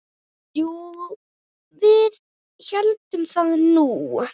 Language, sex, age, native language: Icelandic, female, 8, Icelandic